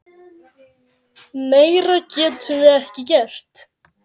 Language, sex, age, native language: Icelandic, female, 10, Icelandic